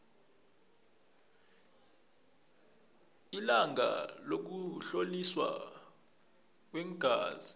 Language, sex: South Ndebele, male